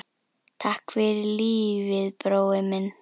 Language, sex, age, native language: Icelandic, female, 10, Icelandic